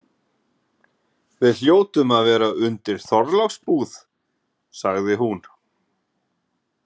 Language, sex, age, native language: Icelandic, male, 40-49, Icelandic